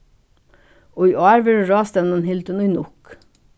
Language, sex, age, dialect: Faroese, female, 61+, Suðurstreymoy